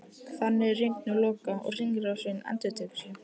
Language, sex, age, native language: Icelandic, male, 18-19, Icelandic